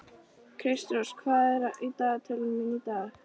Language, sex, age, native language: Icelandic, female, 13, Icelandic